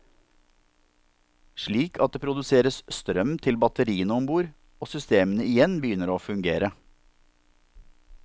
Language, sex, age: Norwegian, male, 47